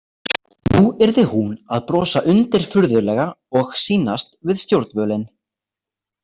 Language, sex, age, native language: Icelandic, male, 18-19, Icelandic